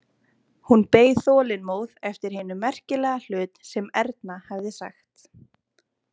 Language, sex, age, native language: Icelandic, female, 20-29, Icelandic